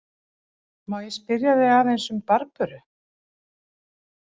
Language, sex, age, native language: Icelandic, female, 40-49, Icelandic